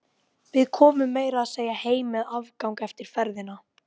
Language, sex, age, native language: Icelandic, female, 12, Icelandic